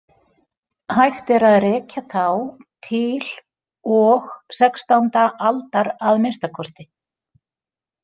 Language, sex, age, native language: Icelandic, female, 50-59, Icelandic